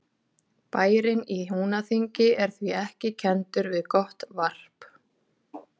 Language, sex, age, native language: Icelandic, female, 30-39, Icelandic